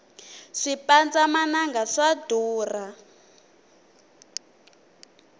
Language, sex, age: Tsonga, female, 19